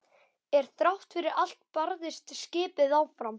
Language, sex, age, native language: Icelandic, male, 11, Icelandic